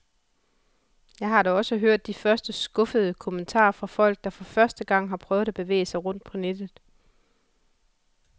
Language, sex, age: Danish, female, 41